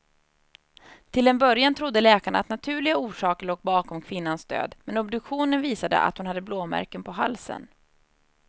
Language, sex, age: Swedish, female, 30